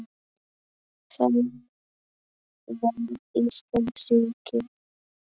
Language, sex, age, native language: Icelandic, male, 9, Icelandic